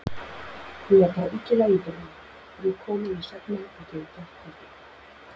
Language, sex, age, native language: Icelandic, female, 40-49, Icelandic